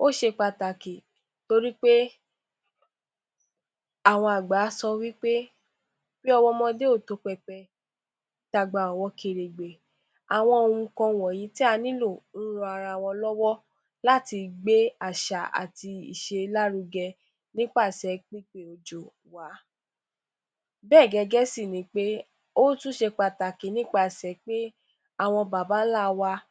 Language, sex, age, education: Yoruba, female, 15-29, tertiary